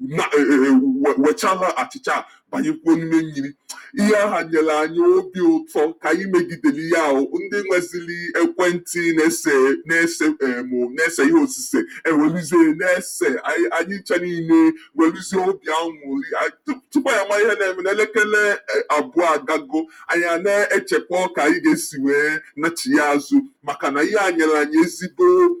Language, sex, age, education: Igbo, male, 30-45, tertiary